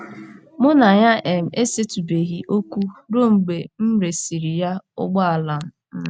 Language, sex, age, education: Igbo, female, 15-29, tertiary